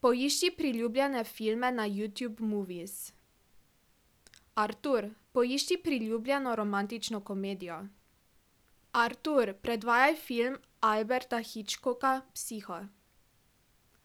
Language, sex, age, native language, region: Slovenian, female, 18-29, Slovenian, Drava region